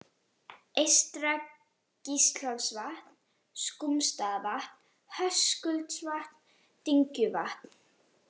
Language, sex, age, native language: Icelandic, female, 18-19, Icelandic